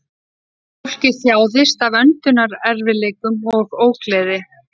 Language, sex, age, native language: Icelandic, female, 30-39, Icelandic